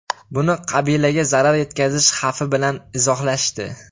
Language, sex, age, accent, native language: Uzbek, male, 18-24, Farg'ona, Uzbek